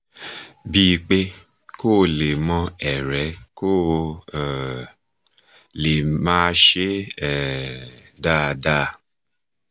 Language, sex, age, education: Yoruba, male, 30-45, tertiary